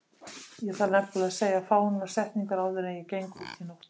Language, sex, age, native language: Icelandic, female, 50-59, Icelandic